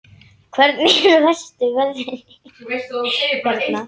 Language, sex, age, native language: Icelandic, male, 10, Icelandic